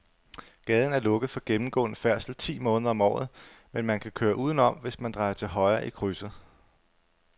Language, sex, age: Danish, male, 35